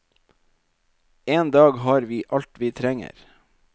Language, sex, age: Norwegian, male, 27